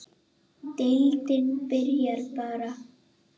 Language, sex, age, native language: Icelandic, female, 8, Icelandic